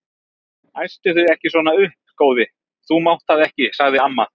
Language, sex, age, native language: Icelandic, male, 30-39, Icelandic